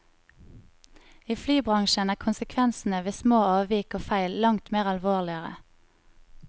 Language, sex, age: Norwegian, female, 25